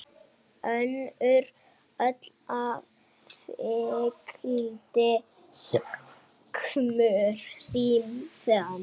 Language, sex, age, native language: Icelandic, female, 8, Icelandic